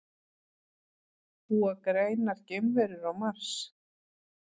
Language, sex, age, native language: Icelandic, female, 40-49, Icelandic